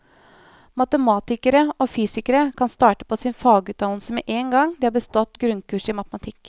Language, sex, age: Norwegian, female, 24